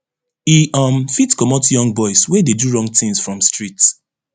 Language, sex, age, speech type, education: Nigerian Pidgin, male, 15-29, spontaneous, tertiary